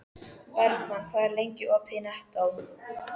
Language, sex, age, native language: Icelandic, female, 13, Icelandic